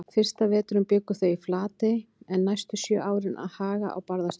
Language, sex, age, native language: Icelandic, female, 40-49, Icelandic